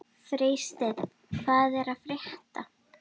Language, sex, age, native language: Icelandic, female, 12, Icelandic